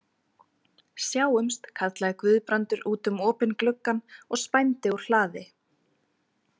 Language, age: Icelandic, 20-29